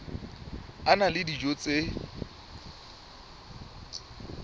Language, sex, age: Southern Sotho, male, 24